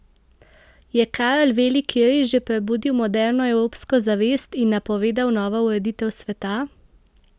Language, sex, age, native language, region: Slovenian, female, 18-29, Slovenian, Central Slovenia